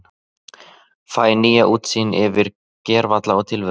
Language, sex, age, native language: Icelandic, male, 30-39, Icelandic